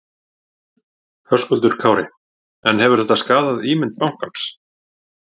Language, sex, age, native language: Icelandic, male, 40-49, Icelandic